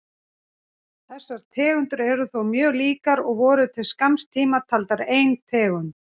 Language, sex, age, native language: Icelandic, female, 40-49, Icelandic